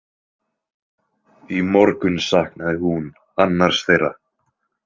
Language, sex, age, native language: Icelandic, male, 20-29, Icelandic